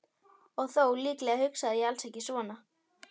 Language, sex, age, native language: Icelandic, female, 12, Icelandic